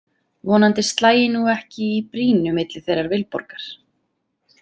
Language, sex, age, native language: Icelandic, female, 30-39, Icelandic